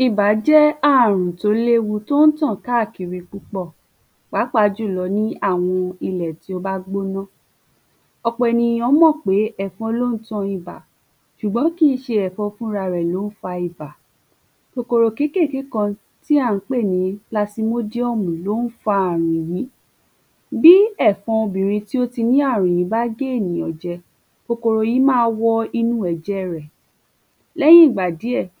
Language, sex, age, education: Yoruba, female, 15-29, tertiary